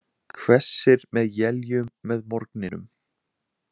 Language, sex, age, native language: Icelandic, male, 20-29, Icelandic